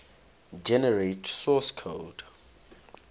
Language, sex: English, male